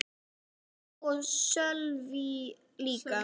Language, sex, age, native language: Icelandic, female, 10, Icelandic